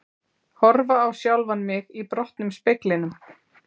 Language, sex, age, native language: Icelandic, female, 40-49, Icelandic